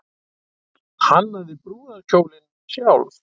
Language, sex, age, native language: Icelandic, male, 60-69, Icelandic